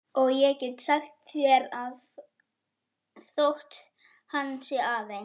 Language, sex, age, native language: Icelandic, female, 11, Icelandic